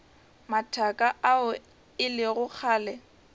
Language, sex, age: Northern Sotho, female, 21